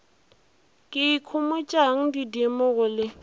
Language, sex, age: Northern Sotho, female, 20